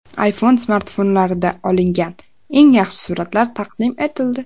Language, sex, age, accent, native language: Uzbek, female, under 19, Andijon, Uzbek